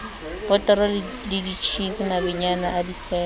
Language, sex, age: Southern Sotho, female, 22